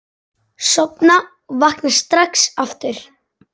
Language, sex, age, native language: Icelandic, female, 10, Icelandic